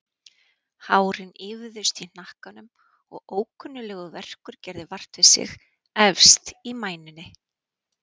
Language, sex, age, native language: Icelandic, female, 40-49, Icelandic